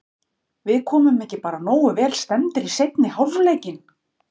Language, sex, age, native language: Icelandic, female, 50-59, Icelandic